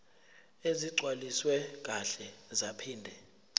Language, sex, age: Zulu, male, 23